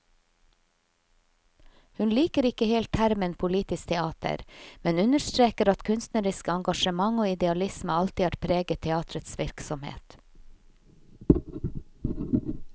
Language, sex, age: Norwegian, female, 50